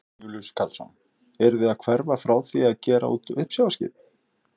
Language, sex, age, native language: Icelandic, male, 50-59, Icelandic